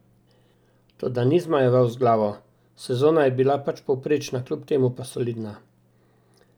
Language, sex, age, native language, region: Slovenian, male, 60+, Slovenian, Drava region